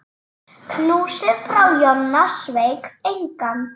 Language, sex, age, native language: Icelandic, female, 9, Icelandic